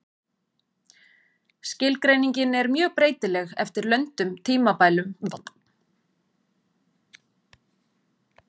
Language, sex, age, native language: Icelandic, female, 40-49, Icelandic